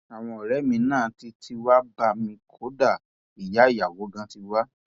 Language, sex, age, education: Yoruba, male, 15-29, tertiary